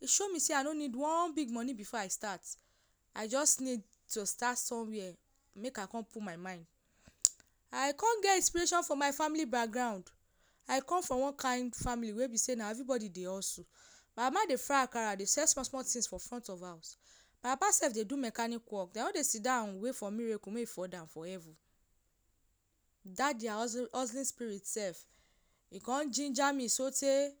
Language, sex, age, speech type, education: Nigerian Pidgin, female, 15-29, spontaneous, tertiary